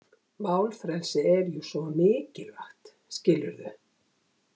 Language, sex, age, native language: Icelandic, female, 50-59, Icelandic